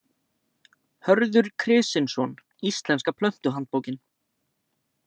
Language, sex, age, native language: Icelandic, male, 18-19, Icelandic